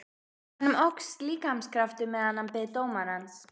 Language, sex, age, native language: Icelandic, female, 12, Icelandic